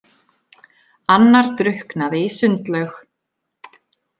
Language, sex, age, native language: Icelandic, female, 30-39, Icelandic